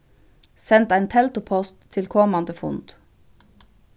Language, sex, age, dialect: Faroese, female, 36-60, Vágar